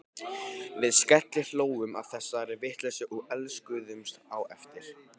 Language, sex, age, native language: Icelandic, male, 15, Icelandic